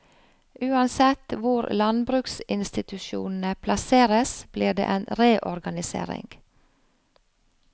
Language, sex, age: Norwegian, female, 45